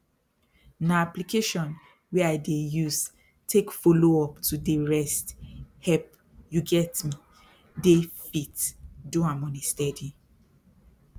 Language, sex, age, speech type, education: Nigerian Pidgin, female, 15-29, spontaneous, tertiary